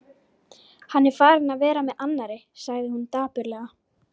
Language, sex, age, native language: Icelandic, female, 12, Icelandic